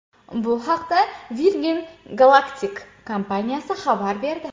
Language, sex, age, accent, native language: Uzbek, female, 18-24, Andijon, Uzbek